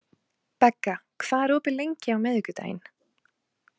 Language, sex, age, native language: Icelandic, female, 20-29, Icelandic